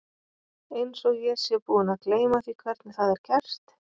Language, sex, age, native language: Icelandic, female, 30-39, Icelandic